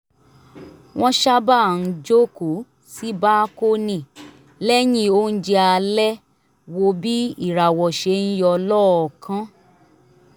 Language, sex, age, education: Yoruba, female, 30-45, tertiary